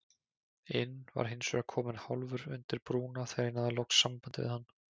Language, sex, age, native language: Icelandic, male, 20-29, Icelandic